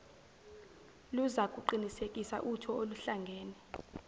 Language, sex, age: Zulu, female, 17